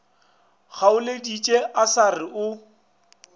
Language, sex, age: Northern Sotho, male, 24